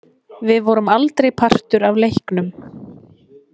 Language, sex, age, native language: Icelandic, female, 20-29, Icelandic